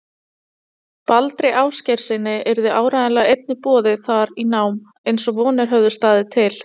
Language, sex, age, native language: Icelandic, female, 30-39, Icelandic